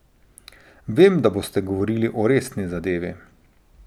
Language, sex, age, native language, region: Slovenian, male, 30-49, Slovenian, Drava region